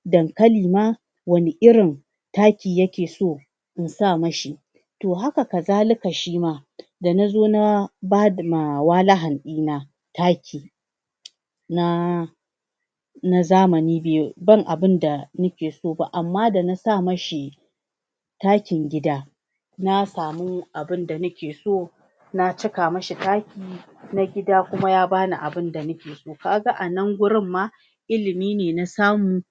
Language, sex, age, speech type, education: Hausa, female, 46-60, spontaneous, tertiary